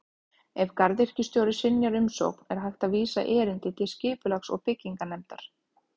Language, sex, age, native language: Icelandic, female, 30-39, Icelandic